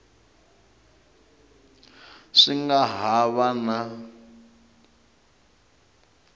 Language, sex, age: Tsonga, male, 22